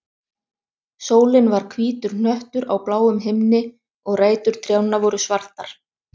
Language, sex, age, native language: Icelandic, other, 30-39, Icelandic